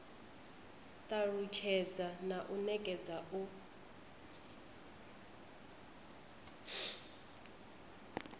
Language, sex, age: Venda, female, 25